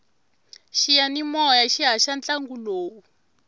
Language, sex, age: Tsonga, female, 23